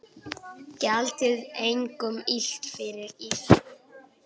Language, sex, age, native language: Icelandic, female, 8, Icelandic